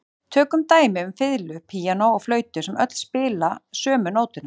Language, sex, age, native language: Icelandic, female, 40-49, Icelandic